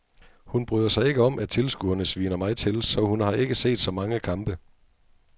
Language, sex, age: Danish, male, 42